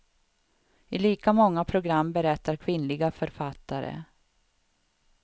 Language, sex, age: Swedish, female, 52